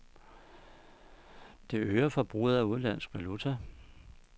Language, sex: Danish, male